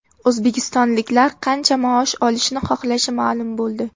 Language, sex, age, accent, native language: Uzbek, female, 18-24, Namangan, Uzbek